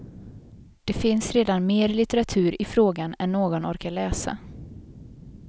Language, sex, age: Swedish, female, 22